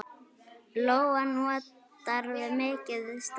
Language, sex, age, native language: Icelandic, female, 9, Icelandic